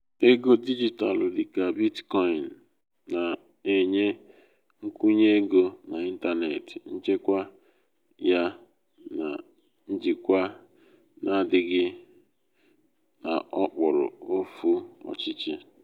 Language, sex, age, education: Igbo, male, 15-29, tertiary